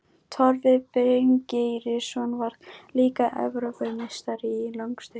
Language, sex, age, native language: Icelandic, female, 12, Icelandic